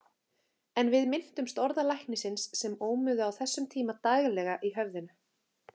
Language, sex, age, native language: Icelandic, female, 30-39, Icelandic